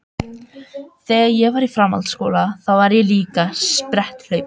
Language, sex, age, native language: Icelandic, other, 18-19, Icelandic